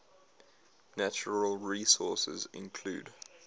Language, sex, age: English, male, 22